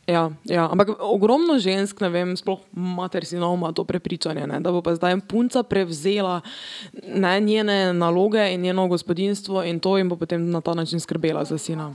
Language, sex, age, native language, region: Slovenian, female, 18-29, Slovenian, Drava region